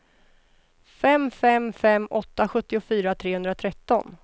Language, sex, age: Swedish, female, 33